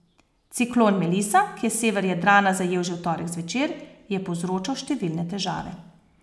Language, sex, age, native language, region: Slovenian, female, 30-49, Slovenian, Posavska region